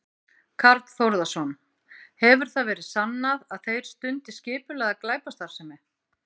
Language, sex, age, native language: Icelandic, female, 50-59, Icelandic